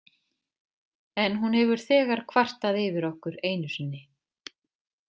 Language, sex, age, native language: Icelandic, female, 30-39, Icelandic